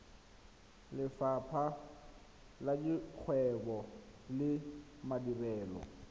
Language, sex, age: Tswana, male, 21